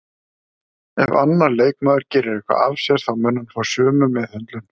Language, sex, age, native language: Icelandic, male, 30-39, Icelandic